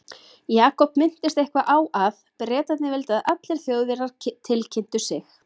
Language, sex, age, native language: Icelandic, female, 30-39, Icelandic